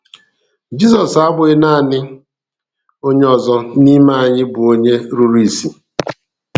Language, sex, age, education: Igbo, male, 46-60, tertiary